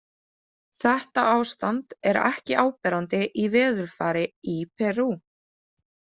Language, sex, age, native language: Icelandic, female, 20-29, Icelandic